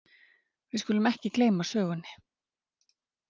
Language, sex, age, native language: Icelandic, female, 30-39, Icelandic